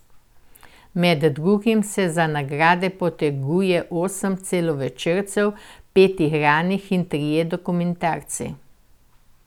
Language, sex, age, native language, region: Slovenian, female, 60+, Slovenian, Central Slovenia